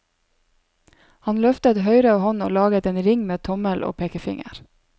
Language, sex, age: Norwegian, female, 27